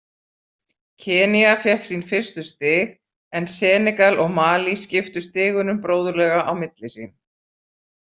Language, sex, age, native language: Icelandic, female, 40-49, Icelandic